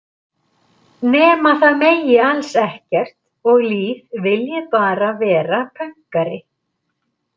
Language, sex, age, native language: Icelandic, female, 50-59, Icelandic